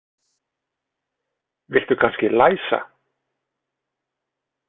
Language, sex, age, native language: Icelandic, male, 40-49, Icelandic